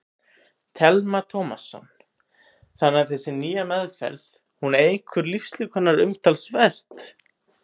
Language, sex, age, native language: Icelandic, male, 18-19, Icelandic